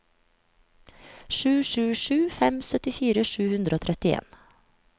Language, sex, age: Norwegian, female, 35